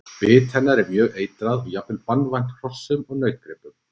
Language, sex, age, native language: Icelandic, male, 40-49, Icelandic